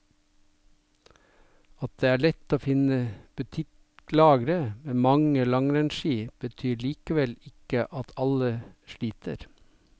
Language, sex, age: Norwegian, male, 57